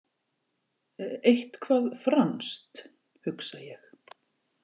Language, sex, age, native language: Icelandic, female, 40-49, Icelandic